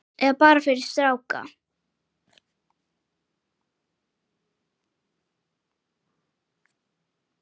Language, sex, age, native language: Icelandic, male, 10, Icelandic